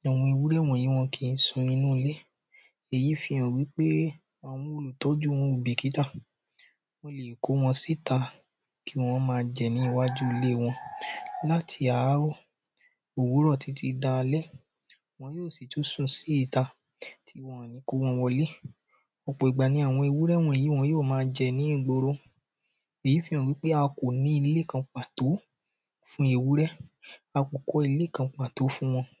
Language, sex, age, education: Yoruba, male, 30-45, primary